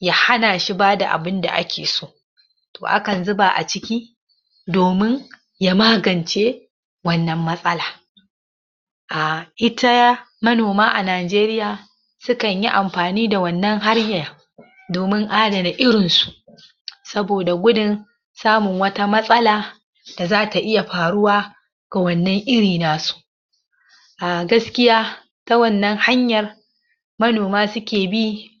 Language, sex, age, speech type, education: Hausa, male, 46-60, spontaneous, tertiary